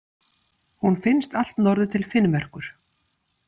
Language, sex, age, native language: Icelandic, female, 50-59, Icelandic